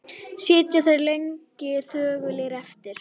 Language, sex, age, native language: Icelandic, female, 10, Icelandic